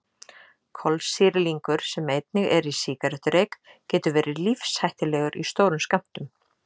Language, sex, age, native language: Icelandic, female, 30-39, Icelandic